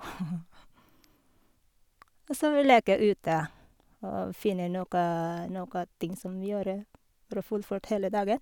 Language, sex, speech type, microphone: Norwegian, female, spontaneous, Sennheiser